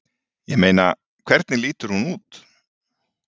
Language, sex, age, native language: Icelandic, male, 40-49, Icelandic